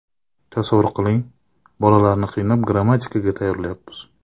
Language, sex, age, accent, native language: Uzbek, male, 25-34, Navoiy, Uzbek